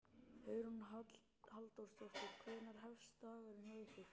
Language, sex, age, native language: Icelandic, male, 12, Icelandic